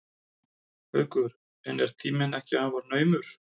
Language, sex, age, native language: Icelandic, male, 30-39, Icelandic